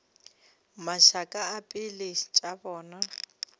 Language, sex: Northern Sotho, female